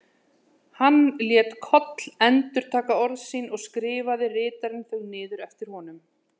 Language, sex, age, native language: Icelandic, female, 30-39, Icelandic